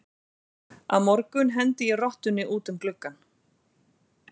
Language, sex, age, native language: Icelandic, female, 40-49, Icelandic